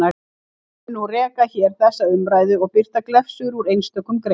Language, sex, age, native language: Icelandic, female, 50-59, Icelandic